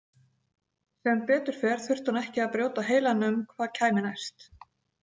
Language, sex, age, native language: Icelandic, female, 40-49, Icelandic